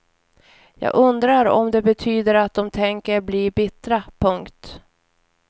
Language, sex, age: Swedish, female, 41